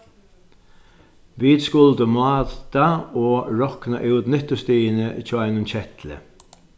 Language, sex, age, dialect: Faroese, male, 61+, Sandoy